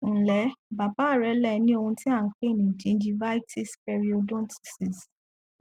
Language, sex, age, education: Yoruba, female, 15-29, tertiary